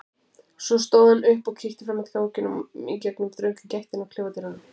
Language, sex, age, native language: Icelandic, female, 20-29, Icelandic